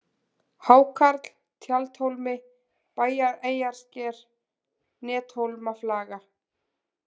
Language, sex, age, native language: Icelandic, female, 20-29, Icelandic